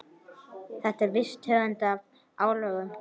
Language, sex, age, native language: Icelandic, male, 12, Icelandic